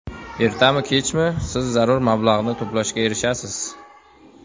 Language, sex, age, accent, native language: Uzbek, male, 19-29, Toshkent viloyati, Uzbek